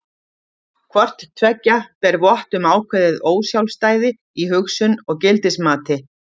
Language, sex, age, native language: Icelandic, female, 50-59, Icelandic